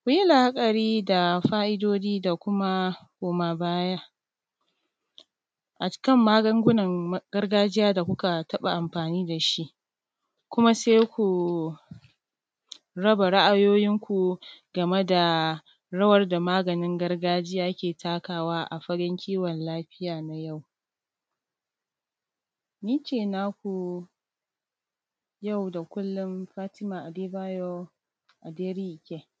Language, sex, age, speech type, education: Hausa, female, 30-45, spontaneous, tertiary